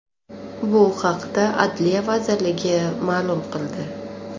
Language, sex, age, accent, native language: Uzbek, female, 25-34, Toshkent shahri, Uzbek